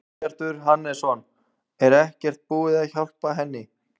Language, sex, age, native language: Icelandic, male, 20-29, Icelandic